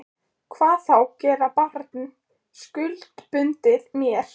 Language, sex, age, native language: Icelandic, female, 15, Icelandic